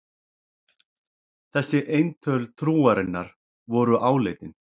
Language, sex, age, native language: Icelandic, male, 40-49, Icelandic